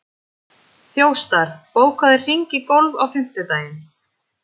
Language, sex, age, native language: Icelandic, female, 30-39, Icelandic